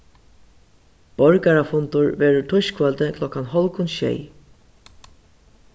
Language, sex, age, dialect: Faroese, female, 36-60, Suðurstreymoy